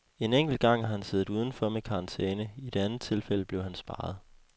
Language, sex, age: Danish, male, 21